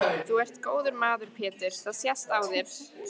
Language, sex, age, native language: Icelandic, female, 14, Icelandic